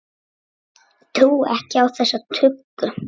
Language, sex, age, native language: Icelandic, female, 9, Icelandic